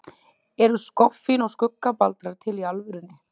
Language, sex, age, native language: Icelandic, female, 30-39, Icelandic